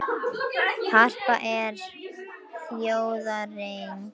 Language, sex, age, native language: Icelandic, other, 18-19, Icelandic